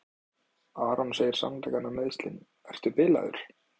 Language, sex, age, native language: Icelandic, male, 20-29, Icelandic